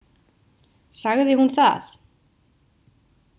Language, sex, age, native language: Icelandic, female, 20-29, Icelandic